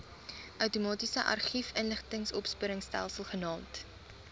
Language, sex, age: Afrikaans, female, 20